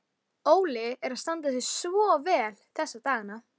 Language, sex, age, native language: Icelandic, female, 11, Icelandic